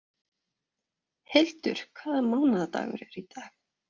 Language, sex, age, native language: Icelandic, female, 30-39, Danish